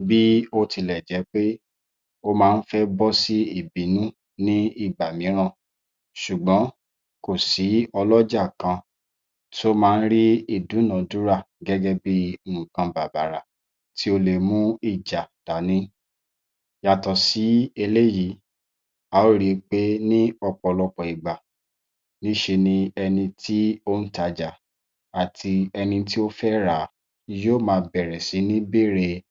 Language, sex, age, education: Yoruba, male, 30-45, tertiary